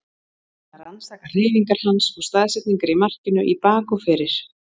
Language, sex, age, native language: Icelandic, female, 40-49, Icelandic